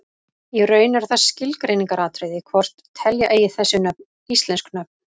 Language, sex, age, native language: Icelandic, female, 30-39, Icelandic